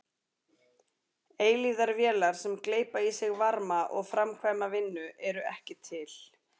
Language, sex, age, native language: Icelandic, female, 40-49, Icelandic